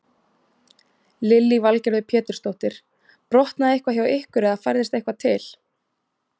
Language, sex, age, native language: Icelandic, female, 20-29, Icelandic